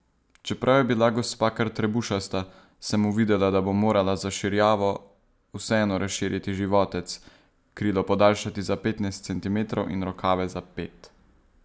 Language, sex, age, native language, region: Slovenian, male, 18-29, Slovenian, Savinja region